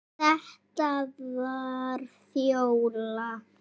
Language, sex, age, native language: Icelandic, female, 6, Icelandic